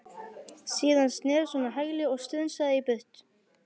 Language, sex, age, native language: Icelandic, female, 11, Icelandic